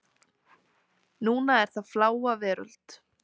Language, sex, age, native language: Icelandic, female, 20-29, Icelandic